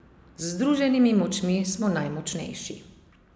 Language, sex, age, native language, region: Slovenian, female, 30-49, Slovenian, Savinja region